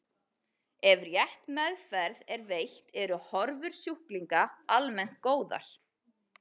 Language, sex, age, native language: Icelandic, female, 40-49, Icelandic